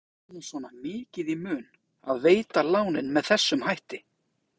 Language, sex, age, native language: Icelandic, male, 20-29, Icelandic